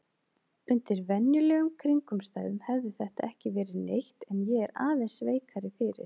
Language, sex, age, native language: Icelandic, female, 30-39, Icelandic